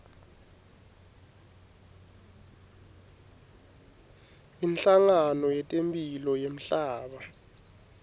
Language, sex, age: Swati, male, 23